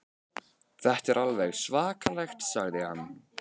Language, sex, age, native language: Icelandic, male, 13, Icelandic